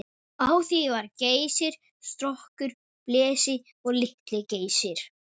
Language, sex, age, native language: Icelandic, male, 12, Icelandic